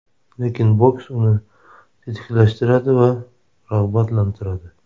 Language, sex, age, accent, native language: Uzbek, male, 30-39, Toshkent shahri, Uzbek